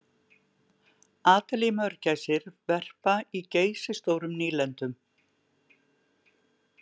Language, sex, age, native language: Icelandic, female, 60-69, Icelandic